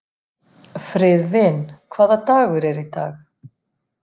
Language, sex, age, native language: Icelandic, female, 50-59, Icelandic